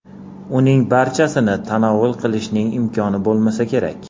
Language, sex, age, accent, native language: Uzbek, male, 40-49, Andijon, Uzbek